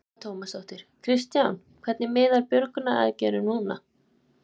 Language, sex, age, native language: Icelandic, female, 20-29, Icelandic